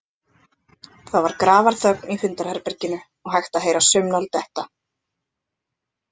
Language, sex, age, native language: Icelandic, other, 20-29, Icelandic